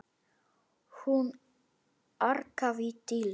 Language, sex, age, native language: Icelandic, male, 9, Icelandic